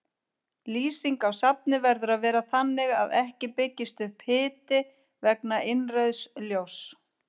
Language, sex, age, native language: Icelandic, female, 50-59, Icelandic